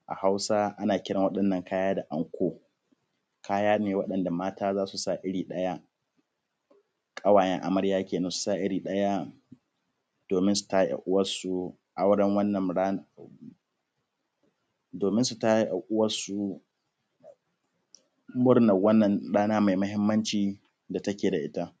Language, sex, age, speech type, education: Hausa, male, 15-29, spontaneous, primary